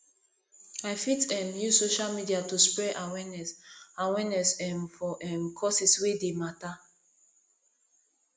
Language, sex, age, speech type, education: Nigerian Pidgin, female, 15-29, spontaneous, tertiary